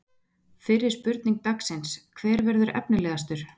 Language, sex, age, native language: Icelandic, female, 20-29, Icelandic